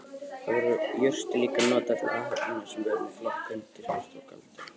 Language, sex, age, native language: Icelandic, male, 18-19, Icelandic